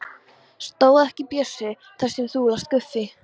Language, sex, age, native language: Icelandic, female, 13, Polish